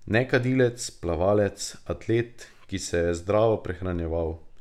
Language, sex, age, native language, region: Slovenian, male, 18-29, Slovenian, Drava region